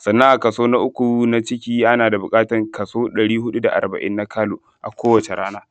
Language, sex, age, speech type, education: Hausa, male, 15-29, spontaneous, tertiary